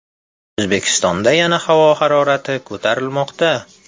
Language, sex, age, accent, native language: Uzbek, male, 25-34, Toshkent viloyati, Uzbek